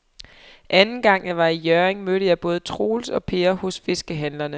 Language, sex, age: Danish, female, 23